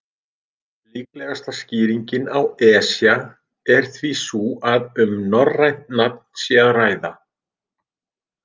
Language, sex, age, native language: Icelandic, male, 50-59, Icelandic